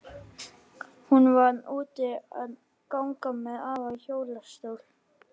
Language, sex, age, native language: Icelandic, male, 12, Icelandic